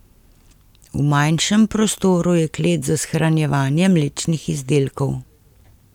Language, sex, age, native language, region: Slovenian, female, 50-59, Slovenian, Central Slovenia